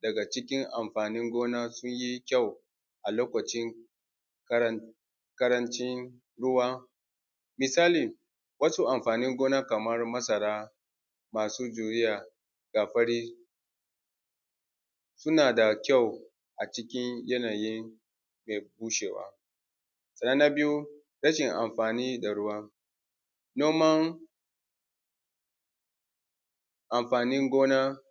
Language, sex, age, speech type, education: Hausa, male, 30-45, spontaneous, tertiary